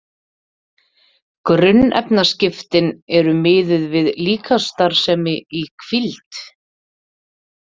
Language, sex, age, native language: Icelandic, female, 30-39, Icelandic